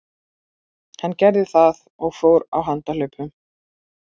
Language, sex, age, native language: Icelandic, female, 40-49, Icelandic